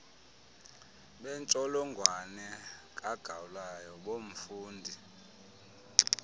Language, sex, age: Xhosa, male, 30